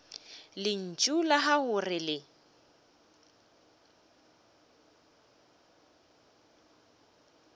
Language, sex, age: Northern Sotho, female, 23